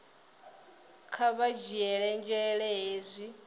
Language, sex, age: Venda, female, 20